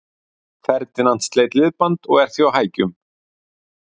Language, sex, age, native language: Icelandic, male, 40-49, Icelandic